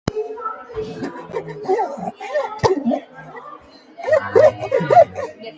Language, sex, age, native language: Icelandic, male, 12, Icelandic